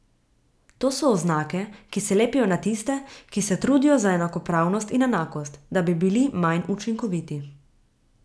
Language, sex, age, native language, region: Slovenian, female, 18-29, Slovenian, Gorica region